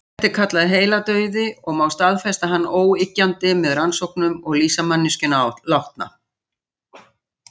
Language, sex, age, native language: Icelandic, female, 60-69, Icelandic